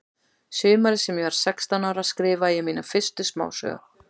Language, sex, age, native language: Icelandic, female, 40-49, Icelandic